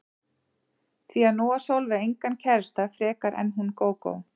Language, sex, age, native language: Icelandic, female, 40-49, Icelandic